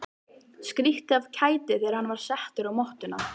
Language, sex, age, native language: Icelandic, female, 13, Icelandic